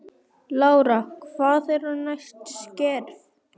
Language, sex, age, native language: Icelandic, male, 9, Icelandic